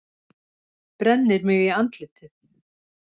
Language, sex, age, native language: Icelandic, female, 70-79, Icelandic